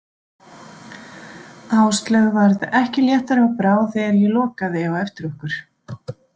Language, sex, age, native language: Icelandic, female, 40-49, Icelandic